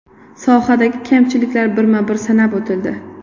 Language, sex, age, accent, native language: Uzbek, female, 18-24, Qoraqalpog'iston, Uzbek